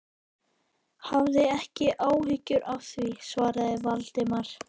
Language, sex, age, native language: Icelandic, male, 12, Icelandic